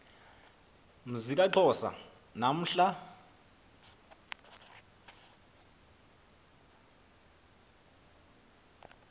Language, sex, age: Xhosa, male, 23